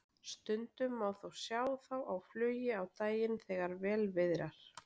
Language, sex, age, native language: Icelandic, female, 20-29, Icelandic